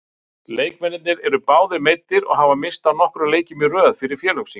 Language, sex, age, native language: Icelandic, male, 50-59, Icelandic